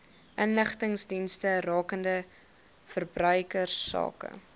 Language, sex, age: Afrikaans, female, 22